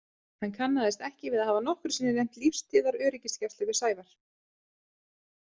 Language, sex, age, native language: Icelandic, female, 30-39, Icelandic